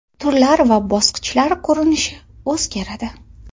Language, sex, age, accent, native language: Uzbek, female, 12-17, Toshkent shahri, Uzbek